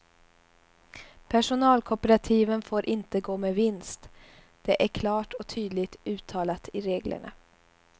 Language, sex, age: Swedish, female, 21